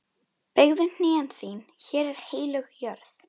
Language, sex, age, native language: Icelandic, female, 11, Icelandic